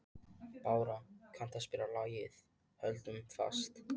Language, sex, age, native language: Icelandic, male, 13, Icelandic